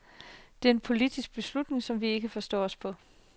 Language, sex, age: Danish, female, 30